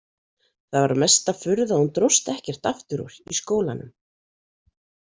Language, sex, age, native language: Icelandic, female, 40-49, Icelandic